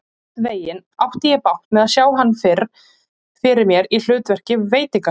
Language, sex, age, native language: Icelandic, female, 20-29, Icelandic